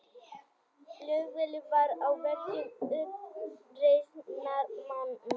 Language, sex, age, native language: Icelandic, female, 30-39, Icelandic